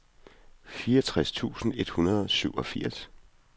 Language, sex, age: Danish, male, 41